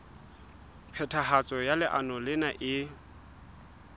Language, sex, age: Southern Sotho, male, 20